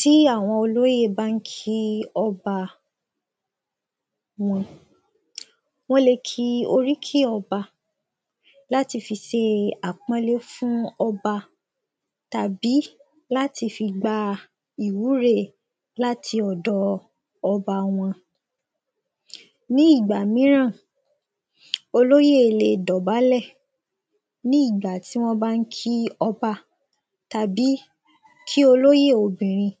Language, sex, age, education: Yoruba, female, 15-29, secondary